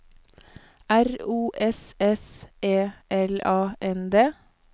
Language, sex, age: Norwegian, female, 31